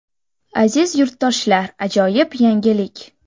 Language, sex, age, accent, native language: Uzbek, female, 12-17, Xorazm, Uzbek